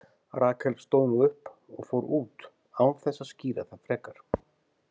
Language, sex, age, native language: Icelandic, male, 50-59, Icelandic